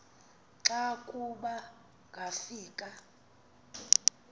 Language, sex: Xhosa, female